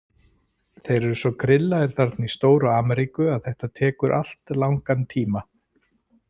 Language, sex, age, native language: Icelandic, male, 40-49, Icelandic